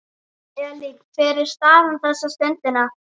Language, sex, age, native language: Icelandic, female, 12, Icelandic